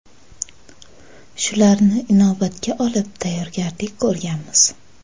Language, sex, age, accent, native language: Uzbek, female, 19-29, Qashqadaryo, Uzbek